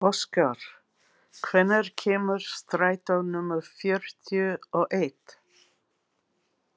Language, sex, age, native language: Icelandic, female, 60-69, English